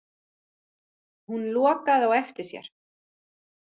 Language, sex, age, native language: Icelandic, female, 40-49, Icelandic